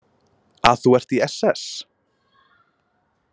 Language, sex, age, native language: Icelandic, male, 20-29, Icelandic